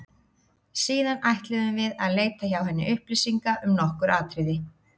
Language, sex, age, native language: Icelandic, female, 30-39, Icelandic